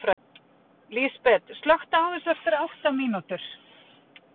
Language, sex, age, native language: Icelandic, female, 50-59, Icelandic